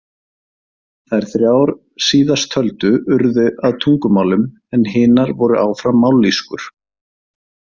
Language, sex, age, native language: Icelandic, male, 30-39, Icelandic